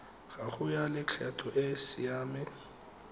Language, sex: Tswana, male